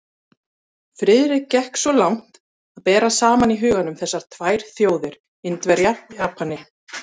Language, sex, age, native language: Icelandic, female, 30-39, Icelandic